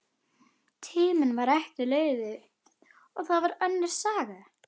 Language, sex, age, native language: Icelandic, female, 11, Icelandic